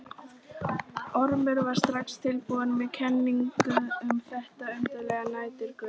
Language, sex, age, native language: Icelandic, female, 13, Icelandic